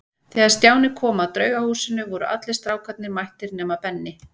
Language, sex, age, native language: Icelandic, female, 40-49, Icelandic